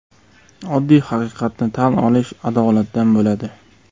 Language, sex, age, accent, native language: Uzbek, male, 18-24, Jizzax, Uzbek